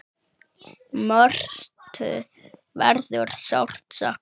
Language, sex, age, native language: Icelandic, male, 8, Icelandic